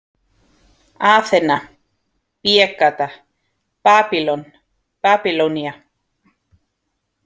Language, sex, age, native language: Icelandic, female, 40-49, Icelandic